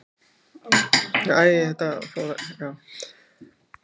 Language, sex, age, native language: Icelandic, female, 18-19, Icelandic